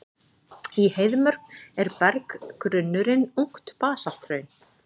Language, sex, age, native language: Icelandic, female, 40-49, Icelandic